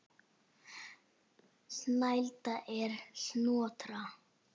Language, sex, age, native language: Icelandic, female, 8, Icelandic